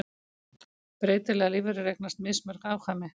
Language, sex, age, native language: Icelandic, female, 50-59, Icelandic